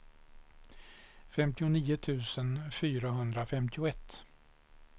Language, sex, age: Swedish, male, 61